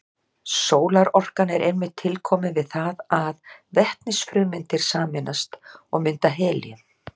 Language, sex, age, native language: Icelandic, female, 60-69, Icelandic